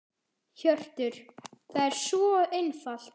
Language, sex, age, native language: Icelandic, male, 10, Icelandic